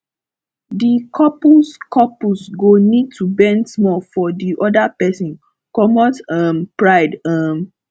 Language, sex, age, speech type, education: Nigerian Pidgin, female, 15-29, spontaneous, tertiary